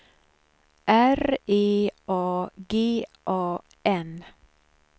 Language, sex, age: Swedish, female, 63